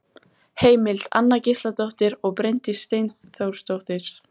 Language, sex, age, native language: Icelandic, female, 14, Icelandic